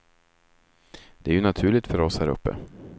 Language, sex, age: Swedish, male, 36